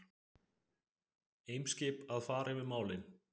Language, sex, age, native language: Icelandic, male, 20-29, Icelandic